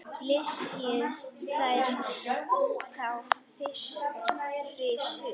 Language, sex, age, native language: Icelandic, female, 10, Icelandic